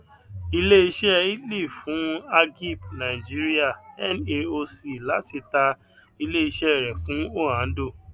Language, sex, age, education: Yoruba, male, 15-29, tertiary